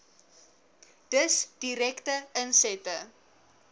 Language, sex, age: Afrikaans, female, 19